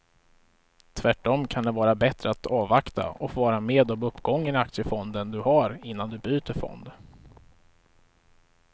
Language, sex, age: Swedish, male, 35